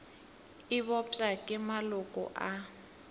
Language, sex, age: Northern Sotho, female, 18